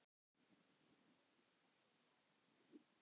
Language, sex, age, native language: Icelandic, male, 10, Icelandic